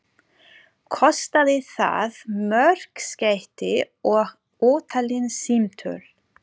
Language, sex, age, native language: Icelandic, female, 40-49, German